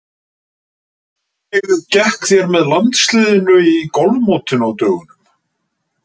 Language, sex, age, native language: Icelandic, male, 50-59, Icelandic